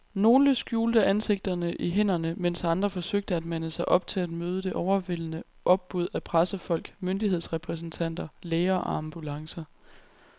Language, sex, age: Danish, female, 23